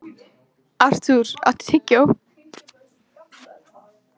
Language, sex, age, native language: Icelandic, female, 14, Icelandic